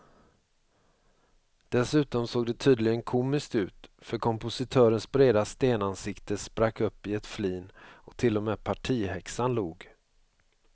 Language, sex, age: Swedish, male, 45